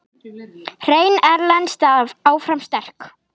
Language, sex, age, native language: Icelandic, female, 10, Icelandic